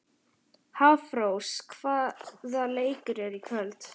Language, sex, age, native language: Icelandic, female, 11, Icelandic